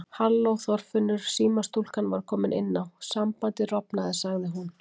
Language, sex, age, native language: Icelandic, female, 40-49, Icelandic